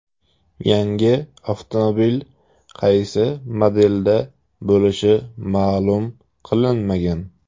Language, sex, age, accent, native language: Uzbek, male, 18-24, Samarqand, Uzbek